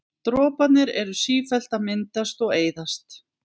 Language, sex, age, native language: Icelandic, female, 20-29, Icelandic